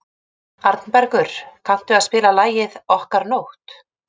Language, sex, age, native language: Icelandic, female, 30-39, Icelandic